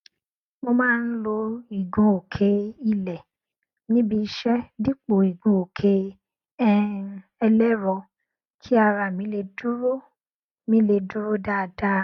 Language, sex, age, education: Yoruba, female, 15-29, tertiary